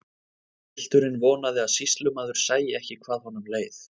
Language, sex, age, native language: Icelandic, male, 20-29, Icelandic